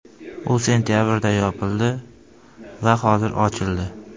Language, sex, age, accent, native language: Uzbek, male, 18-24, Surxondaryo, Uzbek